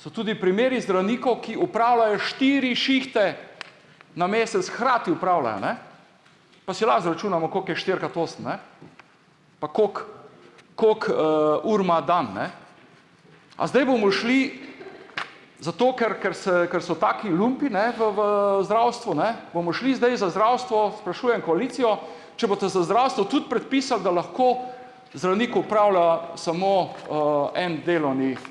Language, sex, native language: Slovenian, male, Slovenian